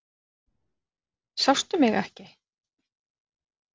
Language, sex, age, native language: Icelandic, female, 40-49, Icelandic